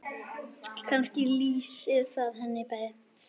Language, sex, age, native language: Icelandic, female, 8, Icelandic